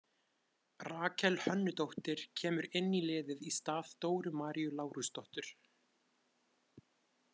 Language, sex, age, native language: Icelandic, male, 20-29, Icelandic